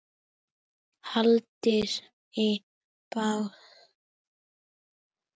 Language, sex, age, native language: Icelandic, female, 7, Icelandic